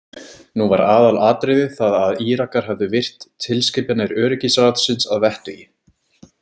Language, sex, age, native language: Icelandic, male, 20-29, Icelandic